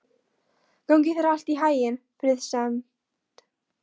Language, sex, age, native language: Icelandic, female, 13, Polish